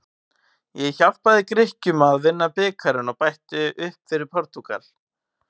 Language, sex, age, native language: Icelandic, male, 18-19, Icelandic